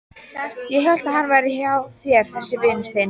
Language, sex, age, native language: Icelandic, female, 14, Icelandic